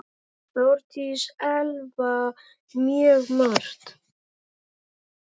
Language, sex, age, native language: Icelandic, male, 10, Icelandic